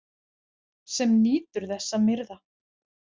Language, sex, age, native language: Icelandic, female, 40-49, Icelandic